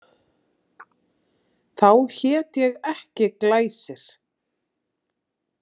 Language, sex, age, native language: Icelandic, female, 30-39, Icelandic